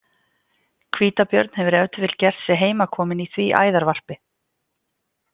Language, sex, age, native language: Icelandic, female, 50-59, Icelandic